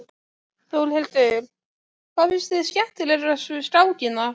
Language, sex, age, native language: Icelandic, female, 12, Icelandic